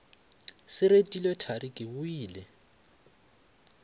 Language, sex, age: Northern Sotho, male, 25